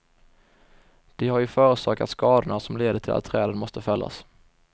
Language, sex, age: Swedish, male, 21